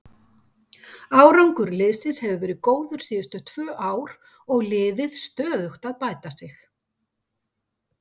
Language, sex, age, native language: Icelandic, female, 50-59, Icelandic